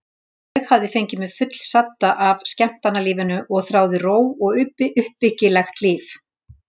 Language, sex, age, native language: Icelandic, female, 60-69, Icelandic